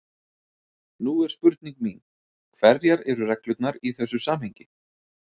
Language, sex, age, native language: Icelandic, male, 30-39, Icelandic